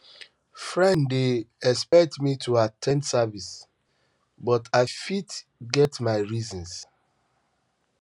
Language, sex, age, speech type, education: Nigerian Pidgin, male, 30-45, spontaneous, tertiary